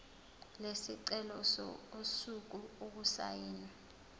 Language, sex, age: Zulu, female, 20